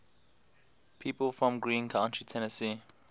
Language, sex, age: English, male, 18